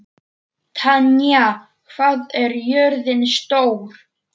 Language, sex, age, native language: Icelandic, male, 40-49, Polish